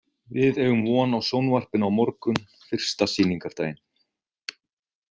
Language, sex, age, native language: Icelandic, male, 30-39, Icelandic